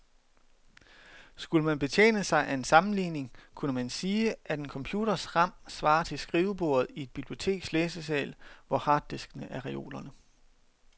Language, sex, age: Danish, male, 31